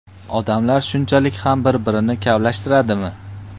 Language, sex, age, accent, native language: Uzbek, male, 25-34, Farg'ona, Uzbek